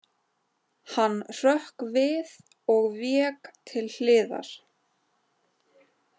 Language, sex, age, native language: Icelandic, other, 20-29, Icelandic